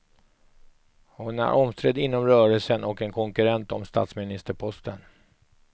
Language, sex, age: Swedish, male, 44